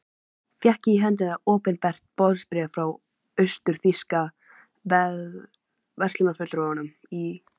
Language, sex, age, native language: Icelandic, female, 11, Icelandic